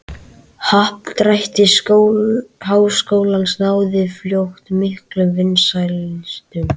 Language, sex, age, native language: Icelandic, male, 13, Icelandic